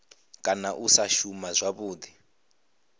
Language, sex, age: Venda, male, 25